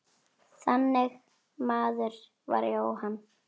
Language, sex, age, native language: Icelandic, female, 9, Icelandic